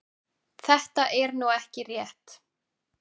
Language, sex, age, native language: Icelandic, male, 9, Icelandic